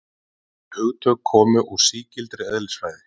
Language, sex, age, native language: Icelandic, male, 30-39, Icelandic